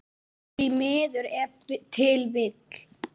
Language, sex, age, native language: Icelandic, female, 9, Icelandic